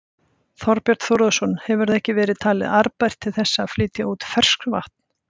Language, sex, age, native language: Icelandic, female, 50-59, Icelandic